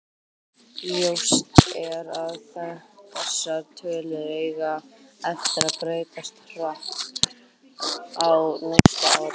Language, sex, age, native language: Icelandic, female, 18-19, Icelandic